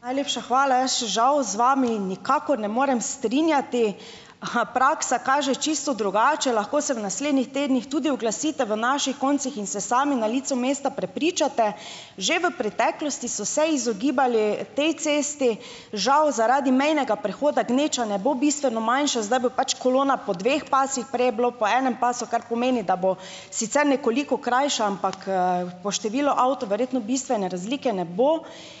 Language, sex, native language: Slovenian, female, Slovenian